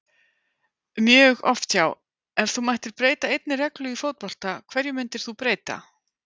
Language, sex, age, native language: Icelandic, female, 50-59, Icelandic